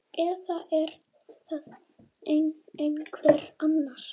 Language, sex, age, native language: Icelandic, female, 8, Icelandic